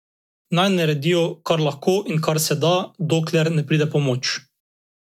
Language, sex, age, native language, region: Slovenian, male, 18-29, Slovenian, Drava region